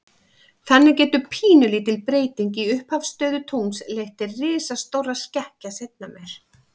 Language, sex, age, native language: Icelandic, female, 50-59, Icelandic